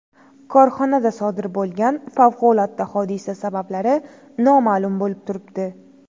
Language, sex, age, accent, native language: Uzbek, female, 18-24, Navoiy, Uzbek